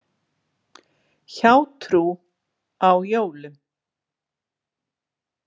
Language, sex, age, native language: Icelandic, female, 60-69, Icelandic